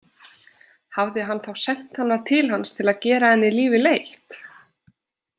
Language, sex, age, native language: Icelandic, female, 20-29, Icelandic